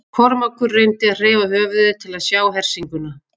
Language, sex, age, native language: Icelandic, female, 50-59, Icelandic